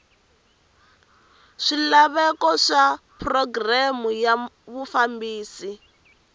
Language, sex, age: Tsonga, female, 18